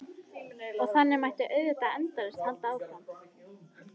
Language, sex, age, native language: Icelandic, female, 14, Icelandic